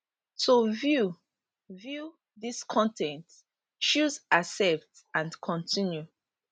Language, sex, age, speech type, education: Nigerian Pidgin, female, 30-45, spontaneous, tertiary